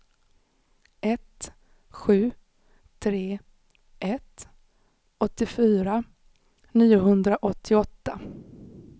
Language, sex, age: Swedish, female, 35